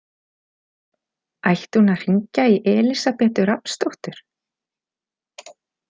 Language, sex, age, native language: Icelandic, female, 40-49, Icelandic